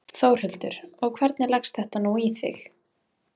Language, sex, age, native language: Icelandic, female, 20-29, Icelandic